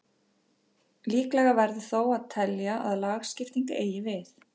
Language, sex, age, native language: Icelandic, female, 50-59, Icelandic